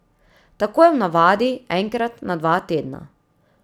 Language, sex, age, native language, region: Slovenian, female, 30-49, Slovenian, Drava region